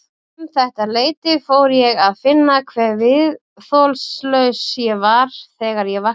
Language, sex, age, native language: Icelandic, female, 30-39, Icelandic